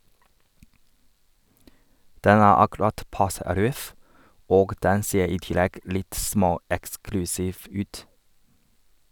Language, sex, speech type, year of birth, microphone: Norwegian, male, read, 1985, Sennheiser